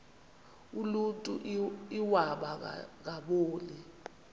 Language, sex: Xhosa, female